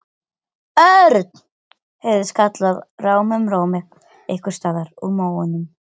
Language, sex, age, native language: Icelandic, other, 13, Icelandic